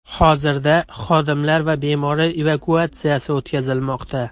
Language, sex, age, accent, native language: Uzbek, male, 19-29, Andijon, Uzbek